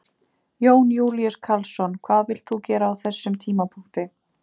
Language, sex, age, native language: Icelandic, female, 30-39, Icelandic